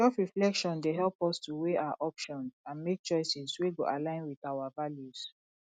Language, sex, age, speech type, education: Nigerian Pidgin, female, 30-45, spontaneous, tertiary